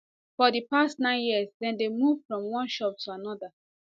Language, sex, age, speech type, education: Nigerian Pidgin, female, 15-29, spontaneous, tertiary